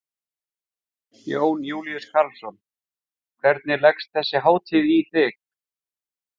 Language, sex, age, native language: Icelandic, male, 50-59, Icelandic